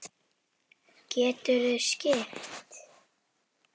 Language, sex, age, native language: Icelandic, female, 10, Icelandic